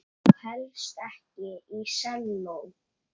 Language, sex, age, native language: Icelandic, male, 8, Icelandic